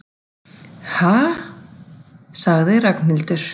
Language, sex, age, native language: Icelandic, female, 40-49, Icelandic